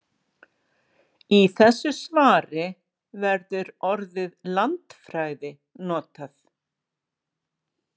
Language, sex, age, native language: Icelandic, female, 60-69, Icelandic